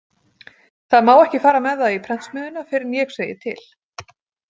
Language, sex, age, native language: Icelandic, female, 40-49, Icelandic